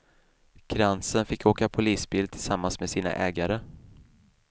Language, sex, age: Swedish, male, 28